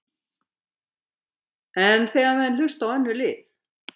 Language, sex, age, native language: Icelandic, female, 70-79, Icelandic